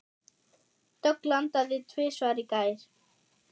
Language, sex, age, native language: Icelandic, male, 6, German